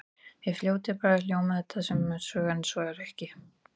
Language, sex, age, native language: Icelandic, female, 40-49, Icelandic